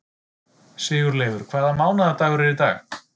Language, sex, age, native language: Icelandic, male, 30-39, Icelandic